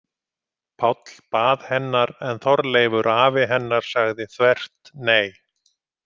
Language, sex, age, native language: Icelandic, male, 50-59, Icelandic